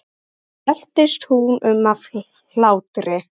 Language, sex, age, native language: Icelandic, male, 13, Icelandic